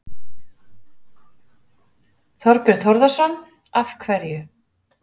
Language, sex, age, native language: Icelandic, female, 40-49, Icelandic